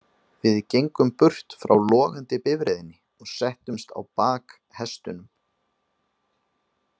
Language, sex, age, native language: Icelandic, male, 20-29, Icelandic